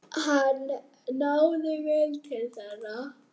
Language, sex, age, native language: Icelandic, female, 8, Icelandic